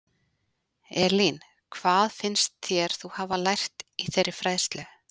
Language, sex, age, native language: Icelandic, female, 40-49, Icelandic